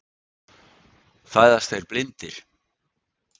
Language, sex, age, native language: Icelandic, male, 60-69, Icelandic